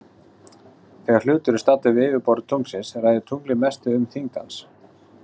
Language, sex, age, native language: Icelandic, male, 40-49, Icelandic